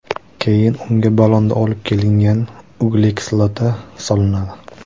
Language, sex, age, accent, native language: Uzbek, male, 18-24, Surxondaryo, Uzbek